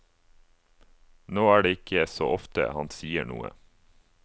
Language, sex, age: Norwegian, male, 28